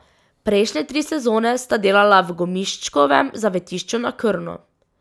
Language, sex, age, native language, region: Slovenian, female, 18-29, Slovenian, Drava region